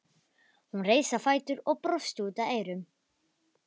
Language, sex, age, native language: Icelandic, female, 11, Icelandic